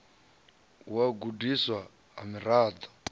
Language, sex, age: Venda, male, 37